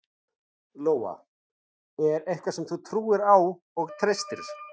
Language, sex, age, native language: Icelandic, male, 40-49, Icelandic